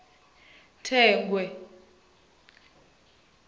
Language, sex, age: Venda, female, 23